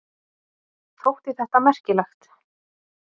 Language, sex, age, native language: Icelandic, female, 30-39, Icelandic